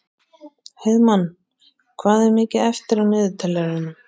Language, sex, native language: Icelandic, male, Icelandic